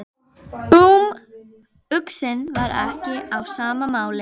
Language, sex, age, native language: Icelandic, female, 11, Icelandic